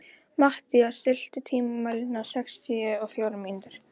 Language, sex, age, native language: Icelandic, female, 12, Icelandic